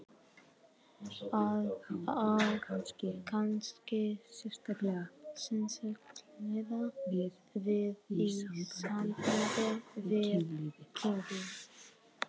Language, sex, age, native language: Icelandic, male, 18-19, Arabic